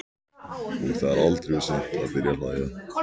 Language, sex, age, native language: Icelandic, male, 14, Icelandic